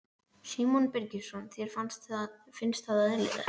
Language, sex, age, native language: Icelandic, female, 11, Icelandic